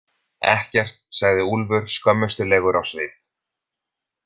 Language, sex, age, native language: Icelandic, male, 30-39, Icelandic